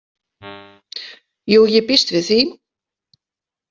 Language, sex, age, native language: Icelandic, female, 40-49, Icelandic